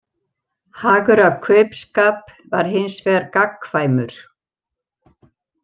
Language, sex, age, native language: Icelandic, female, 70-79, Icelandic